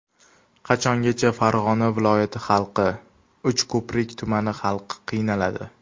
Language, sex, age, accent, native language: Uzbek, male, under 19, Toshkent shahri, Uzbek